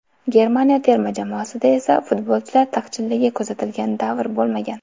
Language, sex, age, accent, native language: Uzbek, female, 18-24, Toshkent viloyati, Uzbek